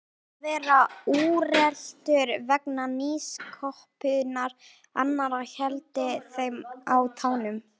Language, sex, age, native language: Icelandic, female, 18-19, Icelandic